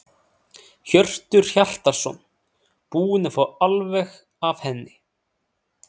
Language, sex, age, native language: Icelandic, male, 30-39, Icelandic